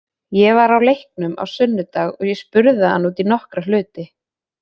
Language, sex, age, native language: Icelandic, female, 20-29, Icelandic